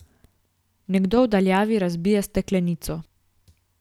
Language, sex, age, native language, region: Slovenian, female, 18-29, Slovenian, Gorica region